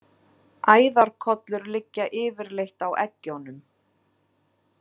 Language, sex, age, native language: Icelandic, female, 30-39, Icelandic